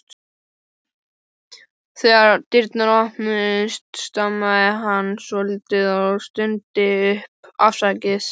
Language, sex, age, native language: Icelandic, female, 12, Icelandic